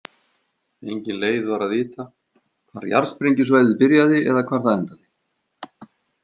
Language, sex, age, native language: Icelandic, male, 50-59, Icelandic